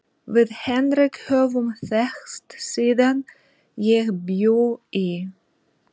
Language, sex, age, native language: Icelandic, female, 40-49, Russian